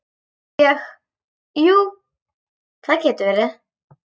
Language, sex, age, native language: Icelandic, female, 10, Icelandic